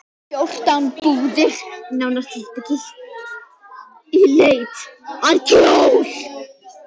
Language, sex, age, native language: Icelandic, female, 11, Icelandic